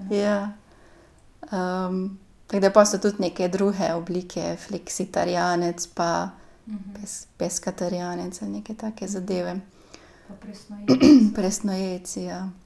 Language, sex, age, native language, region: Slovenian, female, 18-29, Slovenian, Gorica region